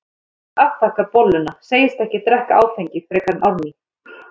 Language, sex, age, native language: Icelandic, female, 13, Icelandic